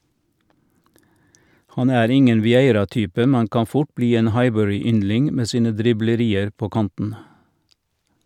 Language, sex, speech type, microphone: Norwegian, male, read, Shure